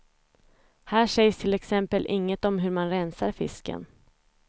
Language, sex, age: Swedish, female, 25